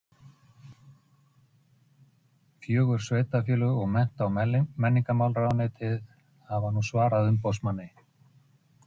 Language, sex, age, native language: Icelandic, male, 50-59, Icelandic